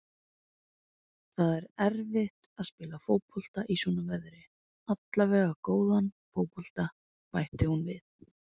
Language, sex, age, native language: Icelandic, female, 20-29, Icelandic